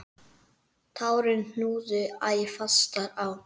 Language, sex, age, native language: Icelandic, male, 9, Icelandic